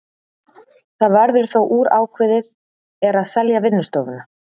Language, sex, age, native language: Icelandic, female, 30-39, Icelandic